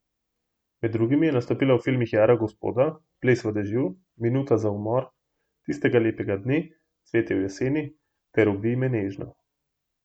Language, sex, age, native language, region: Slovenian, male, 18-29, Slovenian, Gorenjska region